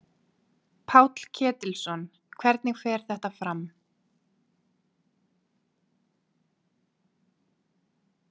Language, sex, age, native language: Icelandic, female, 20-29, Icelandic